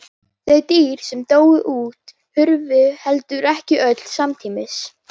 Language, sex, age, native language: Icelandic, female, 18-19, Icelandic